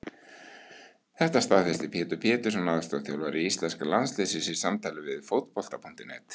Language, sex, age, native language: Icelandic, male, 18-19, Icelandic